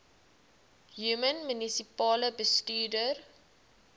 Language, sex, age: Afrikaans, female, 20